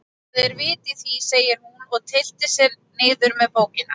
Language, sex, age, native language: Icelandic, female, 20-29, Icelandic